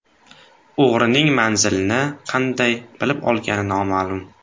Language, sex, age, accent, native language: Uzbek, male, 18-24, Samarqand, Uzbek